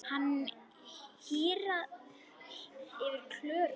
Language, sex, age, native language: Icelandic, female, 10, Icelandic